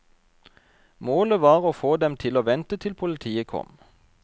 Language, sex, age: Norwegian, male, 32